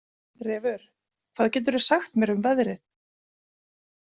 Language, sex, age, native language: Icelandic, female, 40-49, Icelandic